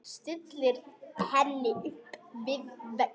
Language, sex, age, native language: Icelandic, female, 10, Icelandic